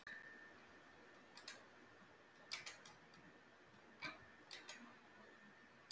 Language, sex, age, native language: Icelandic, female, 50-59, Icelandic